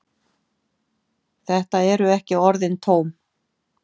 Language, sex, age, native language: Icelandic, female, 50-59, Icelandic